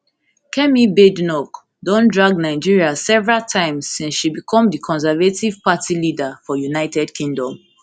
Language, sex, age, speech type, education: Nigerian Pidgin, female, 15-29, spontaneous, tertiary